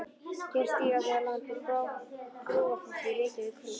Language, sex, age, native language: Icelandic, female, 11, Icelandic